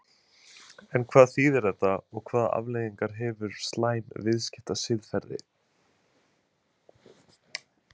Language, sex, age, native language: Icelandic, male, 20-29, Icelandic